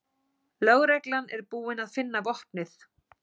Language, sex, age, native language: Icelandic, female, 40-49, Icelandic